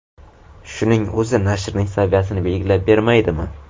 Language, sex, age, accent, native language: Uzbek, male, 18-24, Navoiy, Uzbek